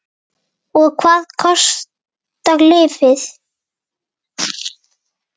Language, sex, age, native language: Icelandic, female, 8, Icelandic